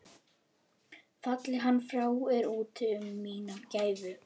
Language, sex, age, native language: Icelandic, female, 11, Icelandic